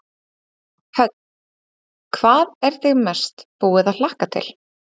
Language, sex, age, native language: Icelandic, female, 30-39, Icelandic